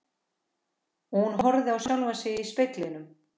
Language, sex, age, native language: Icelandic, female, 14, Icelandic